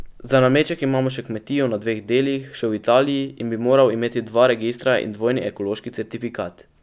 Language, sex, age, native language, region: Slovenian, male, 12-17, Slovenian, Pomurje region